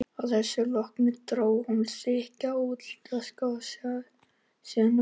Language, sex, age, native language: Icelandic, male, 18-19, Icelandic